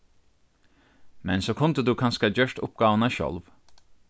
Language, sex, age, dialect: Faroese, male, 36-60, Norðurstreymoy/Eysturoy